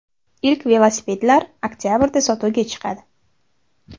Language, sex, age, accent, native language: Uzbek, female, 18-24, Buxoro, Uzbek